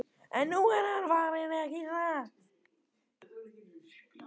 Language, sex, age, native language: Icelandic, male, 13, Icelandic